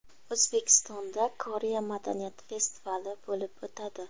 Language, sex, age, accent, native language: Uzbek, female, 25-34, Surxondaryo, Uzbek